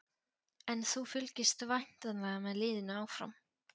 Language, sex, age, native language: Icelandic, female, 14, Polish